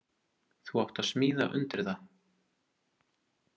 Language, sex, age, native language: Icelandic, male, 30-39, Icelandic